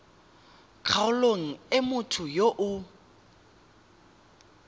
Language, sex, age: Tswana, male, 18